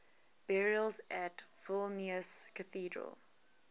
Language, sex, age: English, female, 20